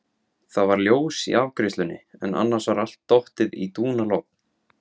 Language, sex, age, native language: Icelandic, male, 17, Icelandic